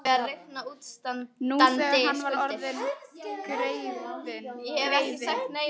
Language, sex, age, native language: Icelandic, female, 11, Icelandic